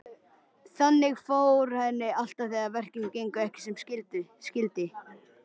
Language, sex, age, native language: Icelandic, male, 13, Icelandic